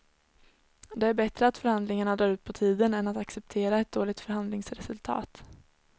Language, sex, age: Swedish, female, 21